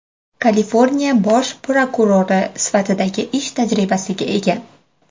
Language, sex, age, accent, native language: Uzbek, female, 25-34, Farg'ona, Uzbek